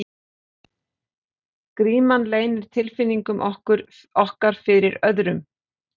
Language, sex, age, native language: Icelandic, female, 40-49, Icelandic